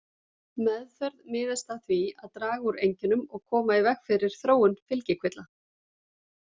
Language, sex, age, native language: Icelandic, female, 40-49, Icelandic